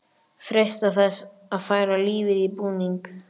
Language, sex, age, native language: Icelandic, male, 11, Icelandic